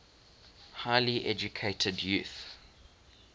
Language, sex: English, male